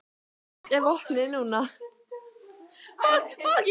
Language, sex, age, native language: Icelandic, female, 9, Icelandic